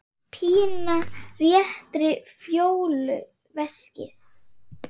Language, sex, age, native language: Icelandic, female, 8, Swedish